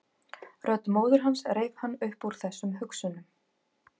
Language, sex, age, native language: Icelandic, female, 50-59, Icelandic